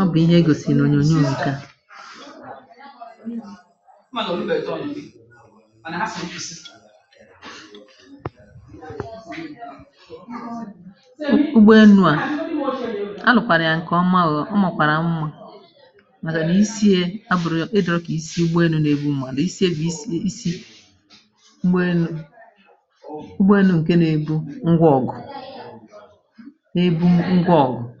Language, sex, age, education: Igbo, female, 30-45, tertiary